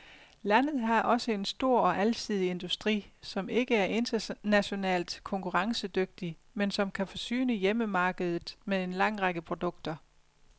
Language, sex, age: Danish, female, 50